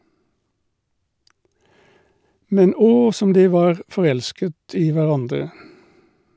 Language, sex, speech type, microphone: Norwegian, male, read, Shure